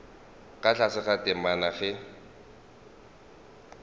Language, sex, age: Northern Sotho, male, 35